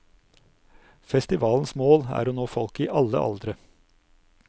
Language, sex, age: Norwegian, male, 59